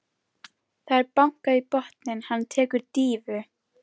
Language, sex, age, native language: Icelandic, female, 11, Icelandic